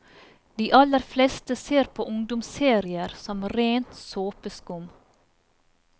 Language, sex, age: Norwegian, female, 44